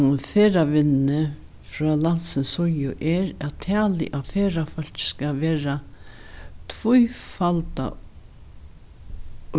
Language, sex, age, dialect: Faroese, female, 61+, Norðurstreymoy/Eysturoy